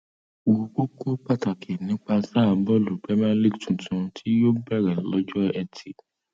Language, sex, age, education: Yoruba, male, 30-45, secondary